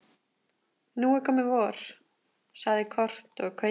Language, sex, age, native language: Icelandic, female, 20-29, Icelandic